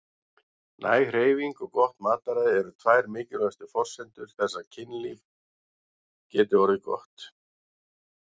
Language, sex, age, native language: Icelandic, male, 40-49, Icelandic